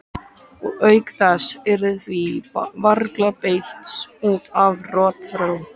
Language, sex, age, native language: Icelandic, male, 13, Icelandic